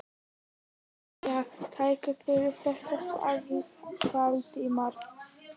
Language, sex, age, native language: Icelandic, male, 11, Icelandic